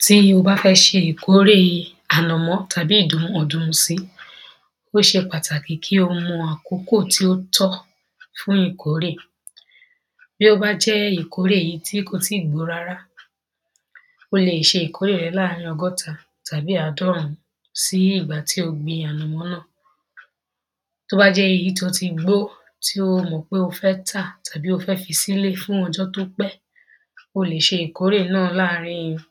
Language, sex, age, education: Yoruba, female, 15-29, secondary